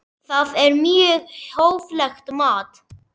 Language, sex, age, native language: Icelandic, male, 10, Icelandic